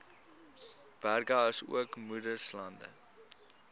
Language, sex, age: Afrikaans, male, 22